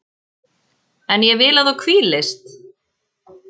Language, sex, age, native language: Icelandic, female, 14, Icelandic